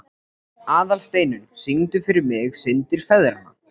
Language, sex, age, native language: Icelandic, male, 14, Icelandic